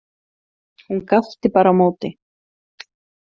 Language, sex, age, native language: Icelandic, female, 30-39, Icelandic